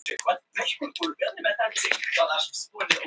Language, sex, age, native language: Icelandic, female, 18-19, Icelandic